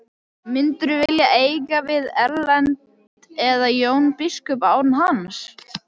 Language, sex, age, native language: Icelandic, male, 11, Icelandic